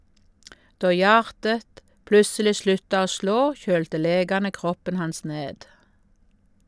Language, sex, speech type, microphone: Norwegian, female, read, Shure